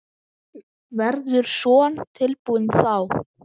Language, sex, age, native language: Icelandic, male, 10, Icelandic